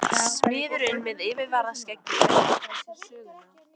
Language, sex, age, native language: Icelandic, female, 13, Icelandic